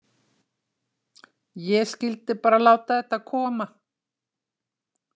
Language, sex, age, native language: Icelandic, female, 60-69, Icelandic